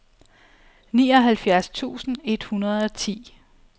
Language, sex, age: Danish, female, 34